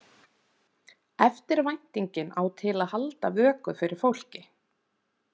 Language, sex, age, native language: Icelandic, female, 30-39, Icelandic